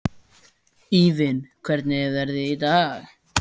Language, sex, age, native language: Icelandic, female, 14, Icelandic